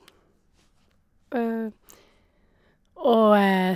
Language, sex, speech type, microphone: Norwegian, female, spontaneous, Shure